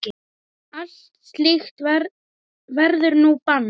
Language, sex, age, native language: Icelandic, male, 9, Icelandic